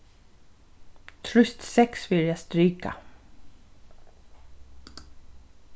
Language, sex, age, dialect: Faroese, female, 36-60, Suðurstreymoy